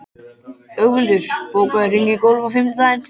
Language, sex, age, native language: Icelandic, male, 13, Icelandic